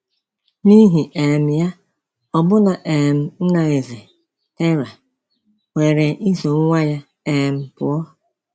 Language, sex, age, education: Igbo, male, 15-29, tertiary